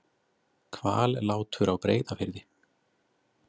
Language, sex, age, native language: Icelandic, male, 30-39, Icelandic